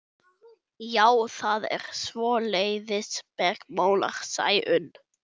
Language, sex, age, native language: Icelandic, male, 11, German